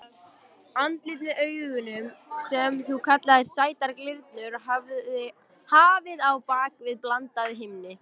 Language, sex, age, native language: Icelandic, female, 18-19, Icelandic